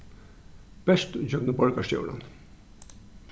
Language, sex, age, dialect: Faroese, male, 36-60, Norðurstreymoy/Eysturoy